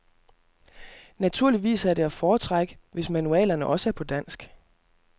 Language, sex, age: Danish, male, 32